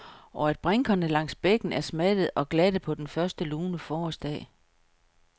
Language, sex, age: Danish, female, 55